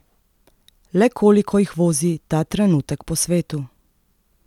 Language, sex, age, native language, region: Slovenian, female, 30-49, Slovenian, Central Slovenia